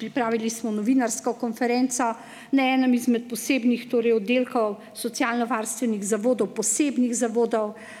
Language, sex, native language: Slovenian, female, Slovenian